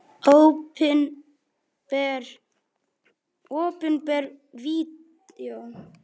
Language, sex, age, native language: Icelandic, male, 9, Icelandic